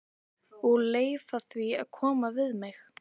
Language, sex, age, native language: Icelandic, female, 12, Icelandic